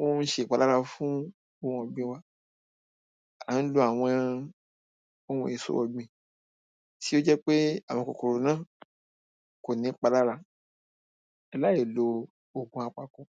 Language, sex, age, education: Yoruba, male, 15-29, primary